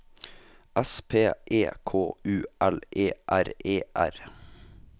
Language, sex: Norwegian, male